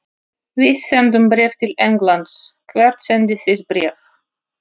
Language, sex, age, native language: Icelandic, female, 30-39, Russian